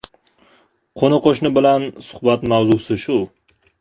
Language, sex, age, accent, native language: Uzbek, male, 18-24, Namangan, Uzbek